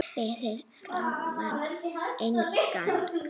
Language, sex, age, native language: Icelandic, female, 8, Icelandic